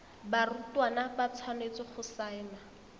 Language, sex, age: Tswana, female, 21